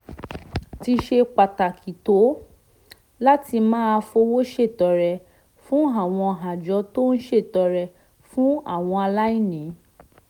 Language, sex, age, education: Yoruba, female, 15-29, tertiary